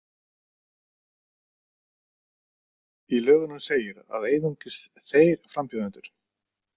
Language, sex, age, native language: Icelandic, male, 60-69, Icelandic